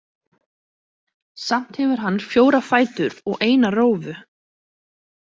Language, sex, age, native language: Icelandic, female, 30-39, Icelandic